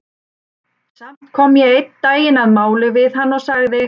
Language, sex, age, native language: Icelandic, female, 30-39, Icelandic